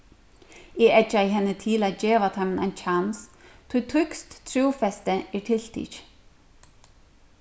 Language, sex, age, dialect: Faroese, female, 36-60, Suðurstreymoy